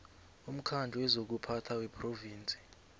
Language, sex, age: South Ndebele, male, 20